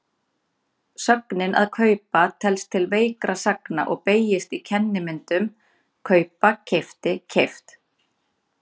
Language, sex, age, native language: Icelandic, female, 30-39, Icelandic